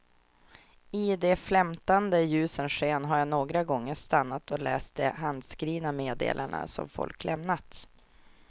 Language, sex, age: Swedish, female, 24